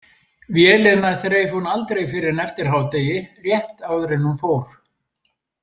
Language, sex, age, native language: Icelandic, male, 70-79, Icelandic